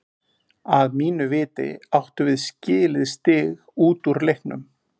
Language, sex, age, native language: Icelandic, male, 40-49, Icelandic